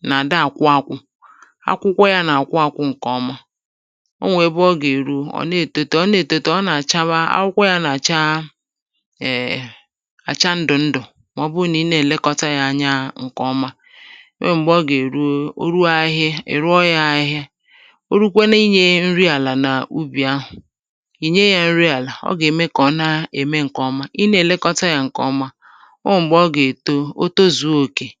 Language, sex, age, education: Igbo, male, 30-45, tertiary